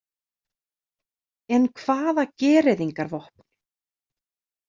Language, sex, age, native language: Icelandic, female, 30-39, Icelandic